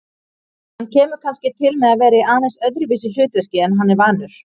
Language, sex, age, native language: Icelandic, female, 30-39, Icelandic